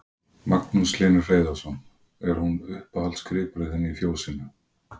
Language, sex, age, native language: Icelandic, male, 40-49, Icelandic